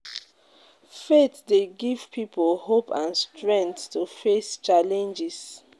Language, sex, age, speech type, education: Nigerian Pidgin, female, 15-29, spontaneous, tertiary